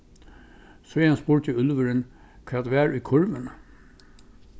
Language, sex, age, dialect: Faroese, male, 61+, Suðurstreymoy